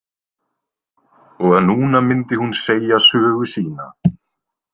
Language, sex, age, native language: Icelandic, male, 20-29, Icelandic